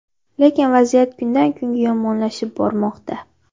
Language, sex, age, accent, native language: Uzbek, female, 12-17, Andijon, Uzbek